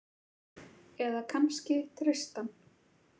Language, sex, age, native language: Icelandic, female, 30-39, Icelandic